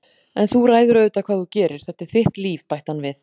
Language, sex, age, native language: Icelandic, female, 40-49, Icelandic